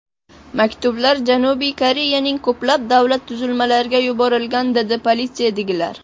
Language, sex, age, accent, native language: Uzbek, male, under 19, Namangan, Uzbek